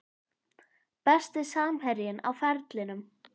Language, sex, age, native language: Icelandic, female, 11, Icelandic